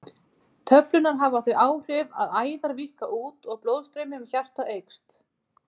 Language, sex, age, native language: Icelandic, female, 30-39, Icelandic